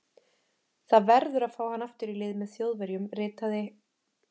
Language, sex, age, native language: Icelandic, female, 30-39, Icelandic